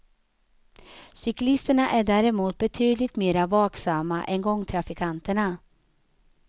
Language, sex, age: Swedish, female, 35